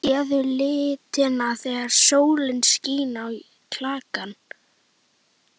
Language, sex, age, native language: Icelandic, female, 11, Icelandic